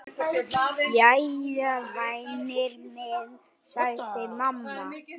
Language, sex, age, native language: Icelandic, male, 9, Icelandic